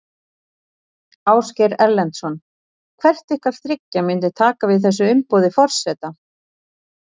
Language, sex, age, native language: Icelandic, female, 40-49, Icelandic